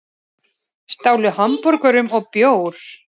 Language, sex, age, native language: Icelandic, male, 30-39, Icelandic